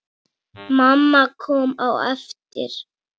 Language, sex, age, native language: Icelandic, female, 7, Icelandic